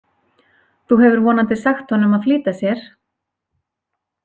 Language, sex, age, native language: Icelandic, female, 40-49, Icelandic